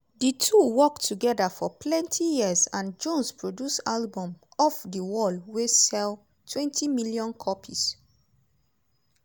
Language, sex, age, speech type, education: Nigerian Pidgin, female, 30-45, spontaneous, tertiary